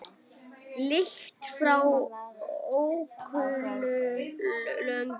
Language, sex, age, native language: Icelandic, female, 9, Icelandic